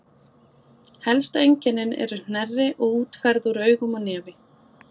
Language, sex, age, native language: Icelandic, female, 20-29, Icelandic